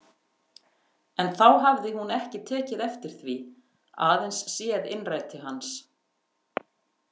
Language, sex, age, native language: Icelandic, female, 50-59, Icelandic